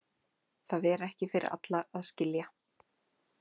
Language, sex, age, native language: Icelandic, female, 30-39, Icelandic